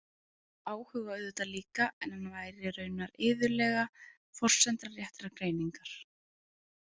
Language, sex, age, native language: Icelandic, female, 20-29, Icelandic